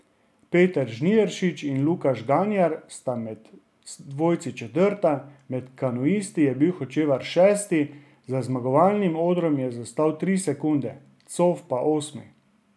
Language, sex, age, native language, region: Slovenian, male, 30-49, Slovenian, Drava region